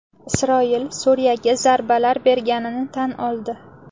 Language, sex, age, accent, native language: Uzbek, female, 18-24, Samarqand, Uzbek